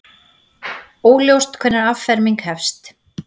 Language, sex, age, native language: Icelandic, female, 40-49, Icelandic